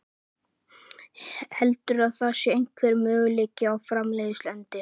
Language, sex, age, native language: Icelandic, male, 11, Icelandic